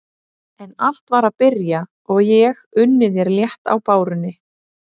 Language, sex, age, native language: Icelandic, female, 30-39, Icelandic